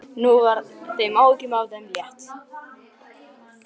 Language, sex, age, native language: Icelandic, male, 11, Icelandic